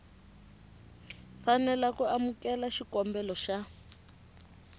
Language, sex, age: Tsonga, female, 19